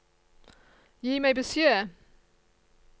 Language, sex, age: Norwegian, female, 54